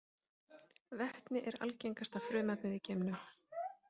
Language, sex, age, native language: Icelandic, female, 30-39, Icelandic